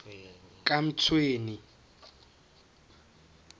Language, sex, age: South Ndebele, male, 19